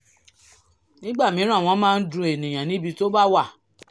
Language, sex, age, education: Yoruba, female, 46-60, tertiary